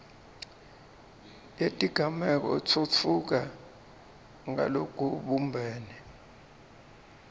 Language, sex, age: Swati, male, 26